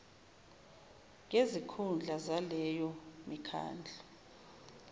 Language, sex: Zulu, female